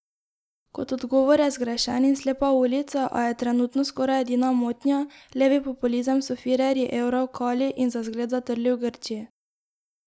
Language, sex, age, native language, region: Slovenian, female, 18-29, Slovenian, Drava region